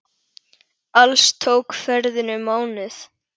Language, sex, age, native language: Icelandic, female, 10, Icelandic